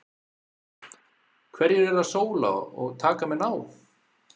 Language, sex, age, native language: Icelandic, male, 40-49, Icelandic